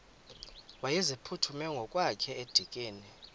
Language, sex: Xhosa, male